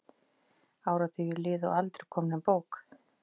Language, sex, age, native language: Icelandic, female, 40-49, Icelandic